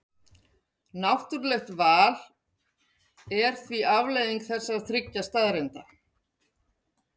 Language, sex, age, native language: Icelandic, female, 50-59, Icelandic